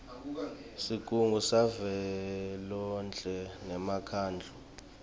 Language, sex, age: Swati, male, 23